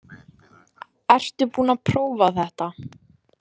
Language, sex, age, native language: Icelandic, female, 14, Icelandic